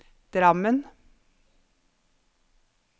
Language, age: Norwegian, 50